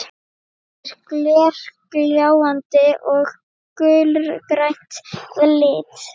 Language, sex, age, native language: Icelandic, female, 12, Icelandic